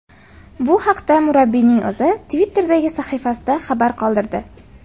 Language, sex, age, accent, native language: Uzbek, female, 18-24, Farg'ona, Uzbek